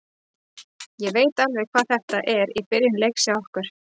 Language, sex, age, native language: Icelandic, female, 30-39, Icelandic